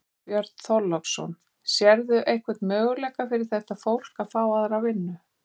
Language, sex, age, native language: Icelandic, female, 50-59, Icelandic